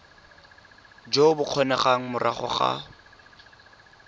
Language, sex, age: Tswana, male, 23